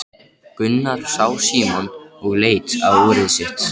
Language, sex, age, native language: Icelandic, male, 13, Icelandic